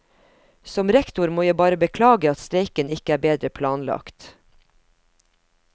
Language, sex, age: Norwegian, female, 50